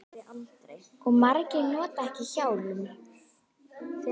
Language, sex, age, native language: Icelandic, female, 10, Icelandic